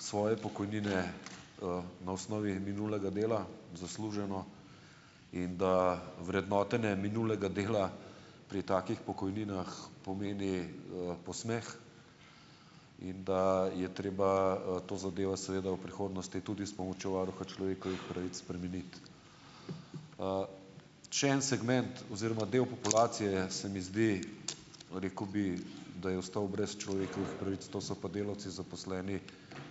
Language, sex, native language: Slovenian, male, Slovenian